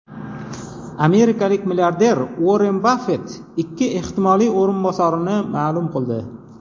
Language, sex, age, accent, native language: Uzbek, male, 40-49, Jizzax, Uzbek